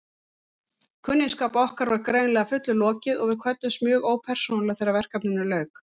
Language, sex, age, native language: Icelandic, female, 50-59, Icelandic